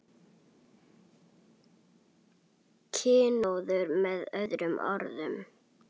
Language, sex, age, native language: Icelandic, female, 8, Icelandic